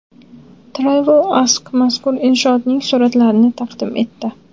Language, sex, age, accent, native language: Uzbek, female, 18-24, Samarqand, Uzbek